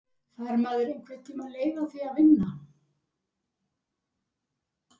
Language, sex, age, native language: Icelandic, female, 60-69, Icelandic